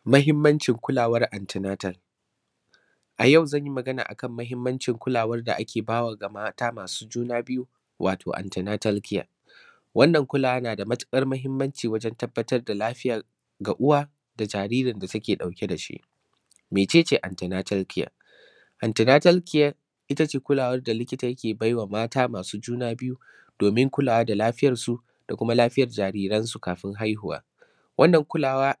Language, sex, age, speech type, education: Hausa, male, 15-29, spontaneous, secondary